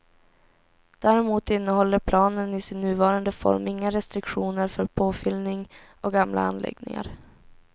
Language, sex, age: Swedish, female, 17